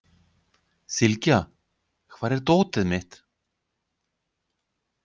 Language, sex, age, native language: Icelandic, male, 50-59, Icelandic